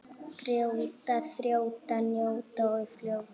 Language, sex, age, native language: Icelandic, female, 8, Icelandic